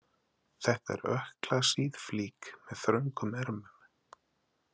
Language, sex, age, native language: Icelandic, male, 40-49, Icelandic